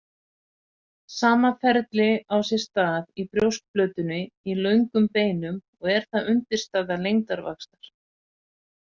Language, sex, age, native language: Icelandic, female, 40-49, Icelandic